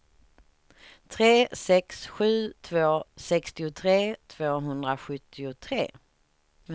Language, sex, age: Swedish, female, 38